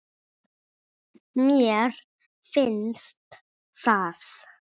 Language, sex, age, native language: Icelandic, male, 6, Icelandic